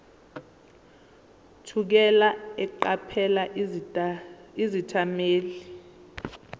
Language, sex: Zulu, female